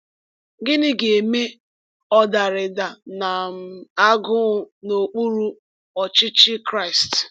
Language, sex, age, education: Igbo, female, 15-29, tertiary